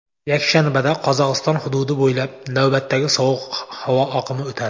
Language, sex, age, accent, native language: Uzbek, male, 19-29, Samarqand, Uzbek